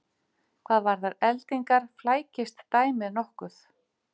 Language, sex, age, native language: Icelandic, female, 50-59, Icelandic